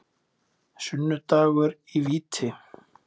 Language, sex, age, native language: Icelandic, male, 20-29, Icelandic